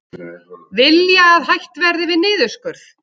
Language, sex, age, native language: Icelandic, female, 40-49, Icelandic